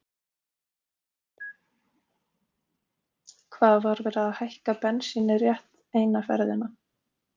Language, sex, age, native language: Icelandic, other, 18-19, Icelandic